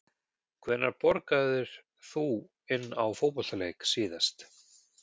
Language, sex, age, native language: Icelandic, male, 40-49, Icelandic